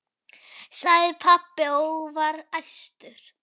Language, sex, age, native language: Icelandic, female, 9, Icelandic